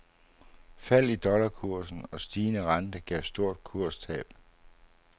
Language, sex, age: Danish, male, 59